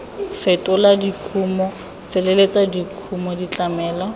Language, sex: Tswana, female